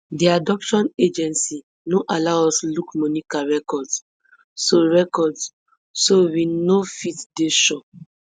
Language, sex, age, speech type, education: Nigerian Pidgin, female, 15-29, spontaneous, tertiary